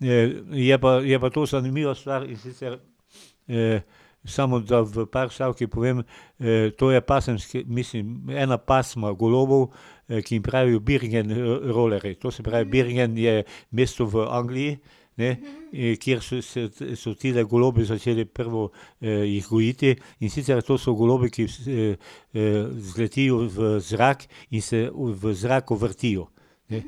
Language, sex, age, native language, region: Slovenian, male, 60+, Slovenian, Pomurje region